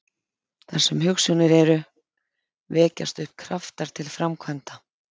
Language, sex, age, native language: Icelandic, female, 50-59, Icelandic